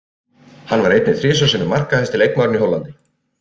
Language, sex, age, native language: Icelandic, male, 30-39, Icelandic